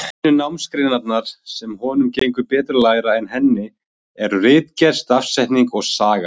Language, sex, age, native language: Icelandic, male, 20-29, Icelandic